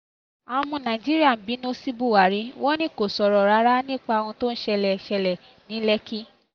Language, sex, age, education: Yoruba, female, 15-29, tertiary